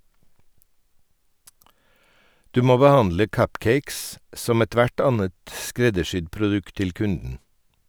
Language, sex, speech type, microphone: Norwegian, male, read, Sennheiser